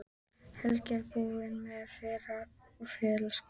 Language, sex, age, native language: Icelandic, female, 12, Icelandic